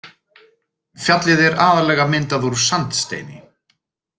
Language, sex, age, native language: Icelandic, male, 30-39, Icelandic